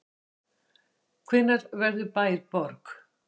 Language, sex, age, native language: Icelandic, female, 60-69, Icelandic